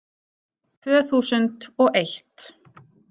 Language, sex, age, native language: Icelandic, female, 30-39, Icelandic